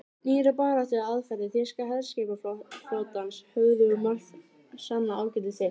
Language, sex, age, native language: Icelandic, female, 13, Icelandic